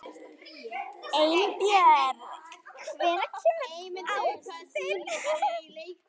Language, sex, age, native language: Icelandic, female, 11, Icelandic